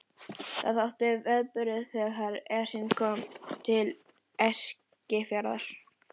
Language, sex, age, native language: Icelandic, female, 11, Icelandic